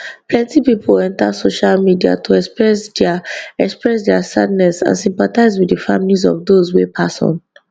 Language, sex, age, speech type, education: Nigerian Pidgin, female, 15-29, spontaneous, tertiary